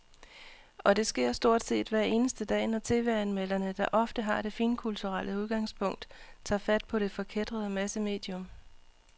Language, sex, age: Danish, female, 39